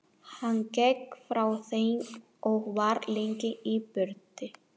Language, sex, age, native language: Icelandic, female, 40-49, Spanish